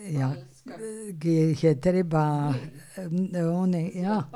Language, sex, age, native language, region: Slovenian, female, 60+, Slovenian, Drava region